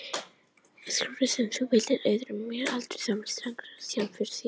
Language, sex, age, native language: Icelandic, female, 18-19, Icelandic